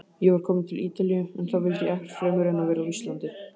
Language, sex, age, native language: Icelandic, male, 18-19, Icelandic